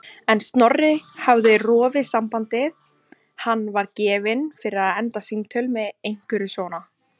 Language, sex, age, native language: Icelandic, female, 20-29, Icelandic